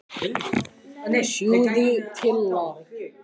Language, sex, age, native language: Icelandic, male, 15, Icelandic